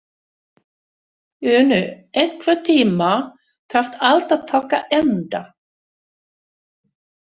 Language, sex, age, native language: Icelandic, female, 60-69, Swedish